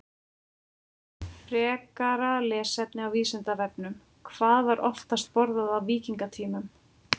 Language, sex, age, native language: Icelandic, female, 40-49, Icelandic